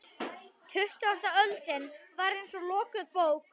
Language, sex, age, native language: Icelandic, male, 12, Icelandic